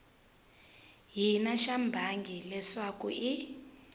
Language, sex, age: Tsonga, female, 20